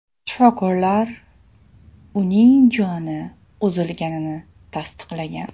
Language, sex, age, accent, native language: Uzbek, male, 18-24, Toshkent shahri, Uzbek